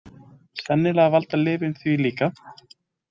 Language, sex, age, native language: Icelandic, male, 20-29, Icelandic